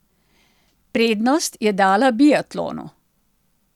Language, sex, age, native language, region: Slovenian, female, 60+, Slovenian, Central Slovenia